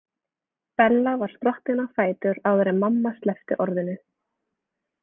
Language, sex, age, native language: Icelandic, female, 20-29, Icelandic